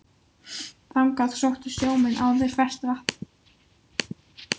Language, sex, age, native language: Icelandic, female, 14, Icelandic